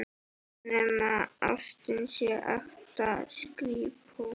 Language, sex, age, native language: Icelandic, male, 10, Icelandic